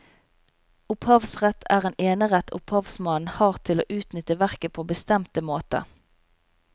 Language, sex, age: Norwegian, female, 27